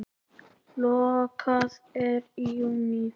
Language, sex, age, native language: Icelandic, male, 10, Icelandic